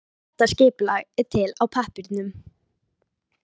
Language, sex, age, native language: Icelandic, female, 13, Icelandic